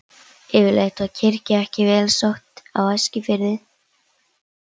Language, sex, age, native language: Icelandic, female, 11, Icelandic